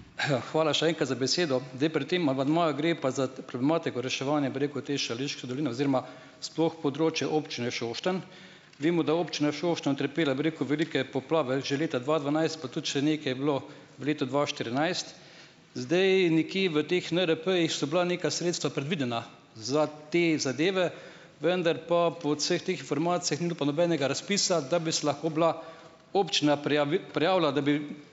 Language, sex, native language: Slovenian, male, Slovenian